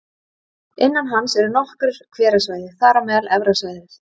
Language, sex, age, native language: Icelandic, female, 30-39, Icelandic